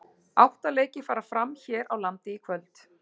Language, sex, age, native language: Icelandic, female, 40-49, Icelandic